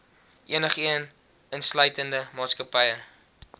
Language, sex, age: Afrikaans, male, 19